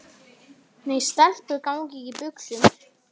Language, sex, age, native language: Icelandic, male, 11, Icelandic